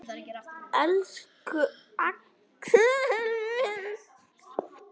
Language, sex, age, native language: Icelandic, male, 9, Icelandic